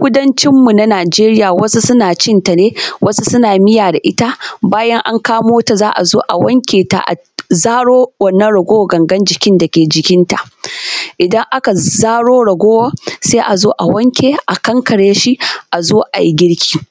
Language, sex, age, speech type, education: Hausa, female, 15-29, spontaneous, tertiary